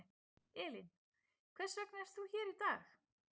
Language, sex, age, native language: Icelandic, female, 30-39, Icelandic